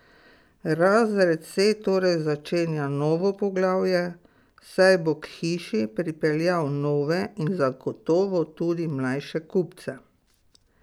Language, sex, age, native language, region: Slovenian, female, 60+, Slovenian, Pomurje region